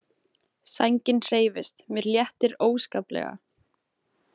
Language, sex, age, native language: Icelandic, female, 20-29, Icelandic